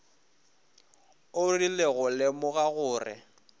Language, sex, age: Northern Sotho, male, 24